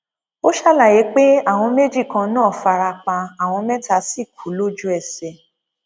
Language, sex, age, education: Yoruba, female, 15-29, tertiary